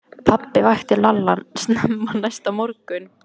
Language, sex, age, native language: Icelandic, female, 14, Icelandic